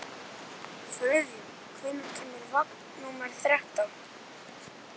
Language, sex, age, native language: Icelandic, male, 11, Icelandic